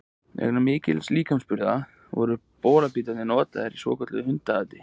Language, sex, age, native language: Icelandic, male, 20-29, Icelandic